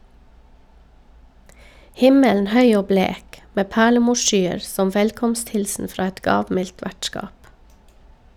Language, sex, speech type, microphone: Norwegian, female, read, Shure